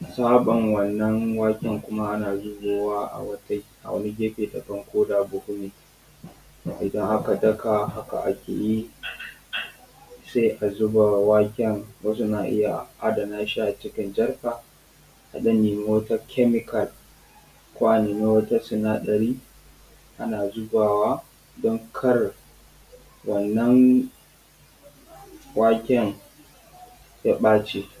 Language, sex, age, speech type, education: Hausa, male, 15-29, spontaneous, tertiary